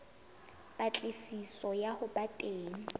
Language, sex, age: Southern Sotho, female, 22